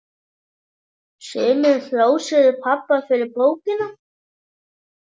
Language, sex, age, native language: Icelandic, male, 10, Icelandic